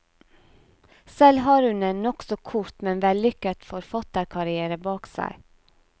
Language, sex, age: Norwegian, female, 34